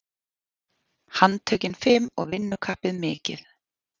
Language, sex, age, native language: Icelandic, female, 40-49, Icelandic